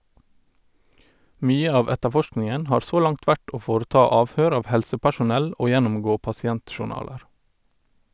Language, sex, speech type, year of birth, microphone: Norwegian, male, read, 1989, Sennheiser